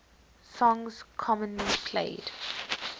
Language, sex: English, female